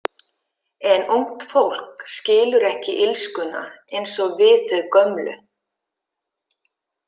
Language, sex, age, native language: Icelandic, female, 50-59, Icelandic